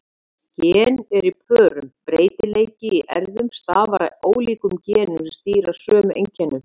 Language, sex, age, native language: Icelandic, female, 50-59, Icelandic